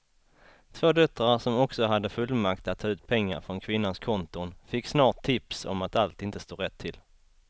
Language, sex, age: Swedish, male, 33